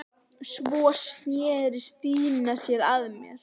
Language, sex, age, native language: Icelandic, female, 11, Icelandic